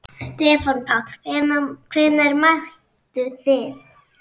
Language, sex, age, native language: Icelandic, female, 6, Icelandic